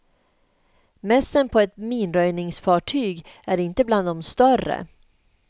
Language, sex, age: Swedish, female, 38